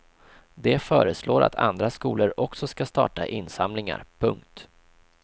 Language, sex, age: Swedish, male, 26